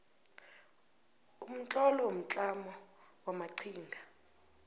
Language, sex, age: South Ndebele, female, 22